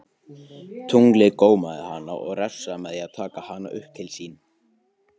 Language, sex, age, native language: Icelandic, male, 18-19, Icelandic